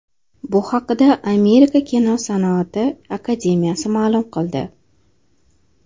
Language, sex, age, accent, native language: Uzbek, female, 25-34, Toshkent shahri, Uzbek